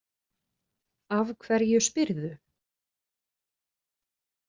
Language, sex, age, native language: Icelandic, female, 40-49, Icelandic